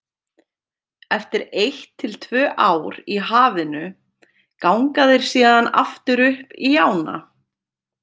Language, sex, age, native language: Icelandic, female, 30-39, Icelandic